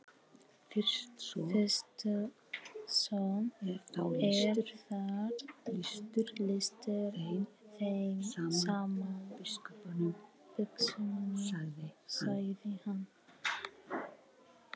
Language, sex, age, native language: Icelandic, male, 18-19, Arabic